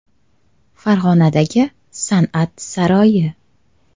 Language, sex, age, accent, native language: Uzbek, female, 25-34, Toshkent shahri, Uzbek